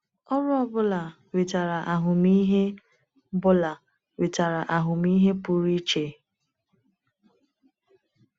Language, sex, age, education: Igbo, female, 30-45, tertiary